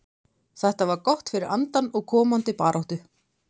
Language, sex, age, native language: Icelandic, female, 20-29, Icelandic